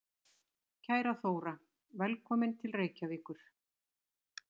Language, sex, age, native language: Icelandic, female, 60-69, Icelandic